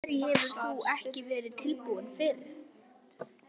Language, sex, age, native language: Icelandic, male, 11, Icelandic